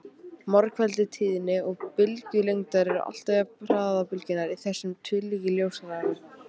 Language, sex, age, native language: Icelandic, male, 18-19, Icelandic